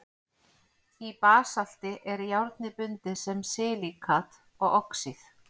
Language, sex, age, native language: Icelandic, female, 40-49, Icelandic